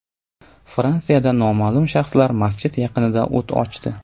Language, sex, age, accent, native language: Uzbek, male, 18-24, Navoiy, Uzbek